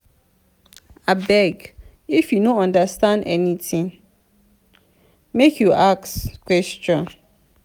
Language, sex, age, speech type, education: Nigerian Pidgin, female, 30-45, spontaneous, tertiary